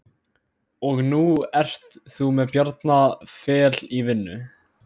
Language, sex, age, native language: Icelandic, male, 16, Icelandic